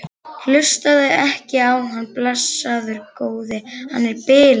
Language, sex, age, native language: Icelandic, female, 11, Icelandic